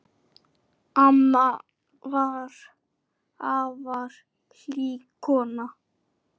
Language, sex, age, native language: Icelandic, male, 9, Icelandic